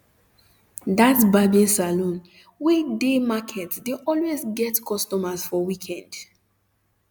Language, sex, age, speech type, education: Nigerian Pidgin, female, 15-29, spontaneous, tertiary